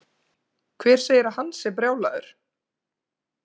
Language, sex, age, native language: Icelandic, female, 20-29, Icelandic